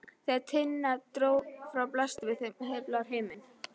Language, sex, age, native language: Icelandic, female, 11, Icelandic